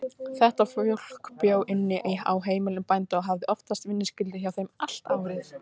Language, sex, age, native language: Icelandic, female, 18-19, Icelandic